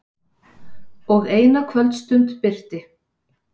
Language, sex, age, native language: Icelandic, female, 50-59, Icelandic